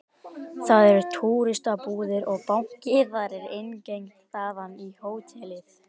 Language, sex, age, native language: Icelandic, male, 18-19, Icelandic